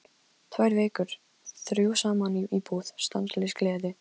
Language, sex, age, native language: Icelandic, female, 13, Polish